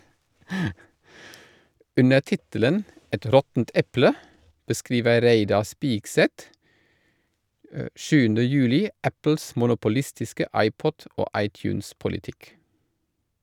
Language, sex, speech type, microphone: Norwegian, male, read, Shure